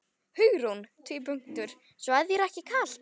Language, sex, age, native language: Icelandic, female, 12, Icelandic